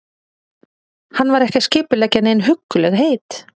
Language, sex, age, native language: Icelandic, female, 30-39, Icelandic